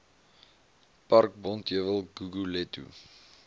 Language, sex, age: Afrikaans, male, 20